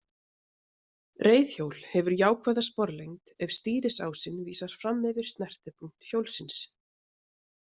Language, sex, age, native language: Icelandic, female, 30-39, Icelandic